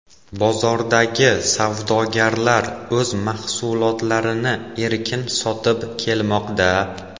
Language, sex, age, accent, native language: Uzbek, male, 18-24, Andijon, Uzbek